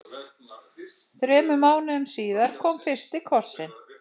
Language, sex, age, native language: Icelandic, male, 15, Icelandic